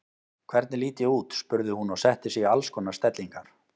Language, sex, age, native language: Icelandic, male, 18-19, Icelandic